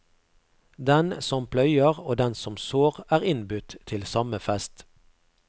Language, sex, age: Norwegian, male, 48